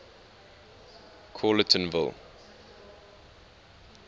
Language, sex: English, male